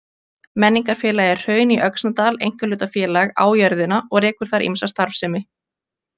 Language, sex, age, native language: Icelandic, female, 20-29, Icelandic